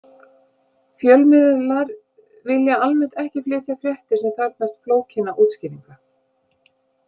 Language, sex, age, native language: Icelandic, female, 50-59, Icelandic